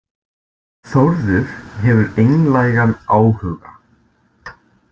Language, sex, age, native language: Icelandic, male, 20-29, Icelandic